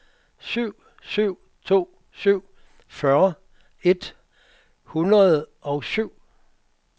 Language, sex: Danish, male